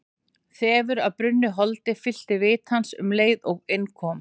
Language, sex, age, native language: Icelandic, female, 40-49, Icelandic